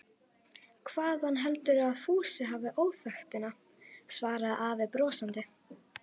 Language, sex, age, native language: Icelandic, female, 11, Icelandic